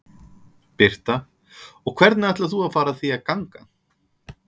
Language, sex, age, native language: Icelandic, male, 30-39, Icelandic